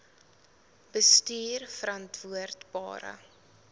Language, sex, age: Afrikaans, female, 20